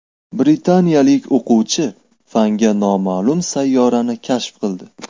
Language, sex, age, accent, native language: Uzbek, male, 18-24, Farg'ona, Uzbek